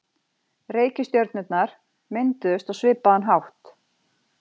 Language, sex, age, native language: Icelandic, female, 40-49, Icelandic